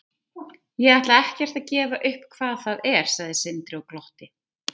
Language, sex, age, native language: Icelandic, female, 30-39, Icelandic